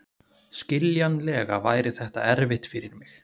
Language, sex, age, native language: Icelandic, male, 30-39, Icelandic